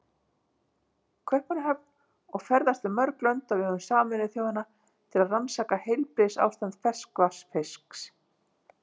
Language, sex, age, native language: Icelandic, female, 50-59, Icelandic